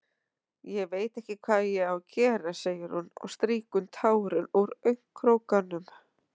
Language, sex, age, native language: Icelandic, female, 30-39, Icelandic